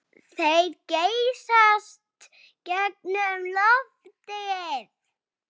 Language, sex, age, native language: Icelandic, female, 7, Icelandic